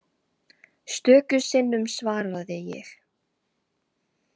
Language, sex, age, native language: Icelandic, female, 18-19, Chinese